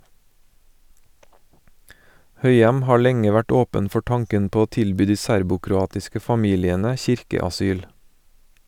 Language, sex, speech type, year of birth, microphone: Norwegian, male, read, 1970, Sennheiser